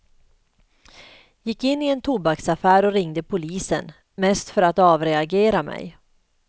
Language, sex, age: Swedish, female, 38